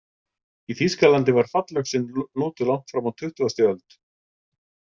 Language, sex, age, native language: Icelandic, male, 40-49, Icelandic